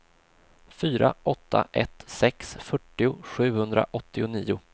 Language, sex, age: Swedish, male, 26